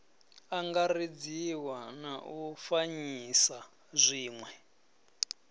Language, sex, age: Venda, male, 34